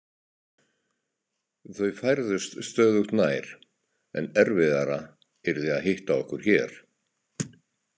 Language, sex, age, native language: Icelandic, male, 60-69, Icelandic